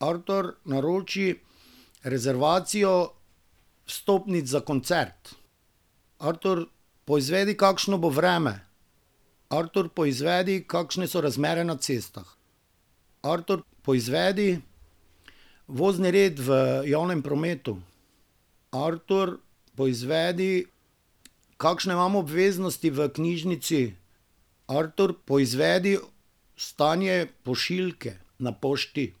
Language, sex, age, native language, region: Slovenian, male, 50-59, Slovenian, Drava region